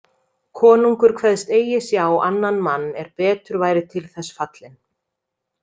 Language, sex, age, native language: Icelandic, female, 30-39, Icelandic